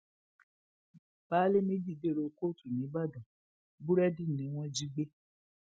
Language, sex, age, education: Yoruba, female, 46-60, tertiary